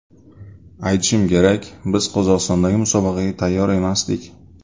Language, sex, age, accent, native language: Uzbek, male, 25-34, Sirdaryo, Uzbek